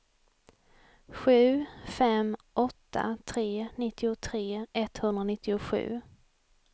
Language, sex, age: Swedish, female, 28